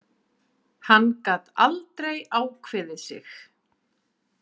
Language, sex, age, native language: Icelandic, female, 40-49, Icelandic